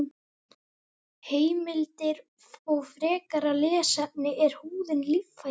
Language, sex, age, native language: Icelandic, female, 18-19, Icelandic